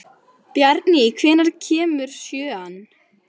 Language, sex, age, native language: Icelandic, female, 11, Icelandic